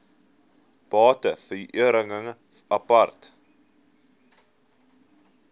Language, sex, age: Afrikaans, male, 19